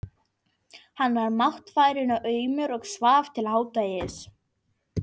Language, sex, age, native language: Icelandic, female, 11, Icelandic